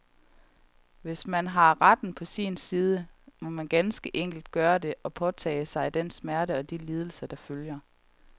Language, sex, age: Danish, female, 31